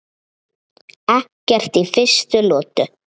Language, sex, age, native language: Icelandic, male, 7, Icelandic